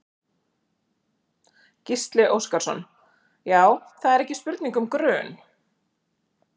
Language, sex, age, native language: Icelandic, female, 30-39, Icelandic